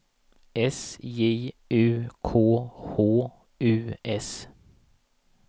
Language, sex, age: Swedish, male, 37